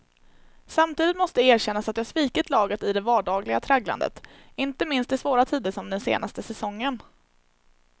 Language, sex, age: Swedish, female, 21